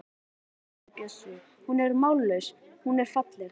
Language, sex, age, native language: Icelandic, male, 11, Icelandic